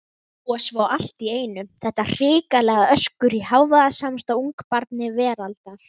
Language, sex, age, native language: Icelandic, female, 18-19, Icelandic